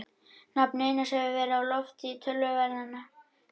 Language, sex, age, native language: Icelandic, male, 21, Icelandic